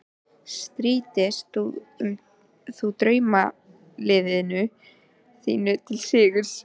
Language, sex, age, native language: Icelandic, female, 13, Icelandic